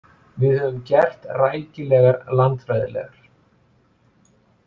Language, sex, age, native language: Icelandic, male, 40-49, Icelandic